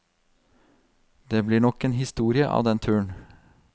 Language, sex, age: Norwegian, male, 32